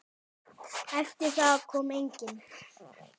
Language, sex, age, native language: Icelandic, male, 10, Icelandic